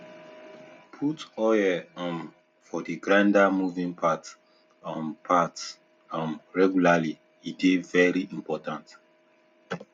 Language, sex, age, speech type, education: Nigerian Pidgin, male, 15-29, spontaneous, tertiary